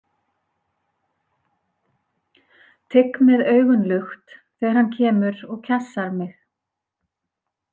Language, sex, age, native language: Icelandic, female, 40-49, Icelandic